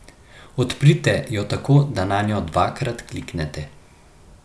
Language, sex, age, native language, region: Slovenian, male, 18-29, Slovenian, Central Slovenia